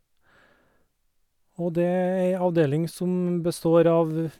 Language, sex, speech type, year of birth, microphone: Norwegian, male, spontaneous, 1969, Sennheiser